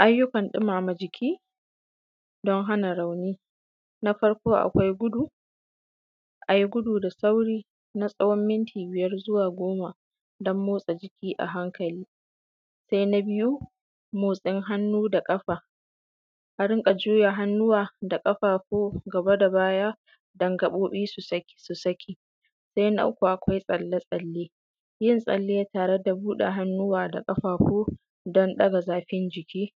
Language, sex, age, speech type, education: Hausa, female, 15-29, spontaneous, secondary